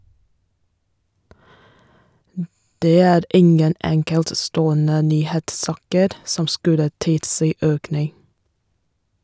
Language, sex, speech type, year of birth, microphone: Norwegian, female, read, 1987, Shure